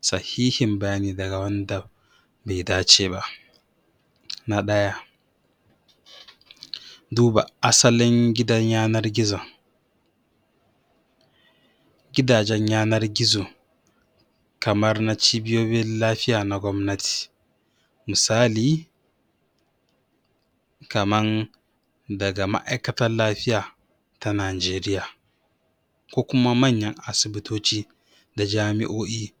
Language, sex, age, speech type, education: Hausa, male, 46-60, spontaneous, tertiary